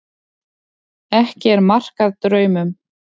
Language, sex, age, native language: Icelandic, female, 40-49, Icelandic